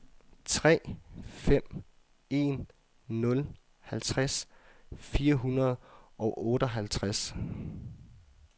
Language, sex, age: Danish, male, 24